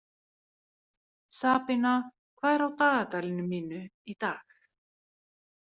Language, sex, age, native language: Icelandic, female, 40-49, Finnish